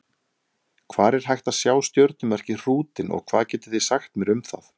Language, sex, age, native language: Icelandic, male, 30-39, Icelandic